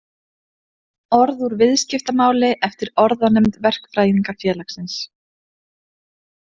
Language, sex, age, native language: Icelandic, female, 20-29, Icelandic